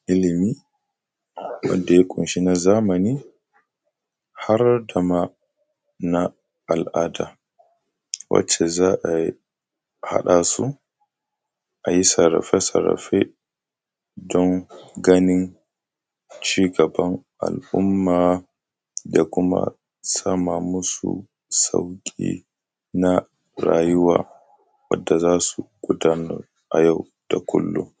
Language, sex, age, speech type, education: Hausa, male, 15-29, spontaneous, tertiary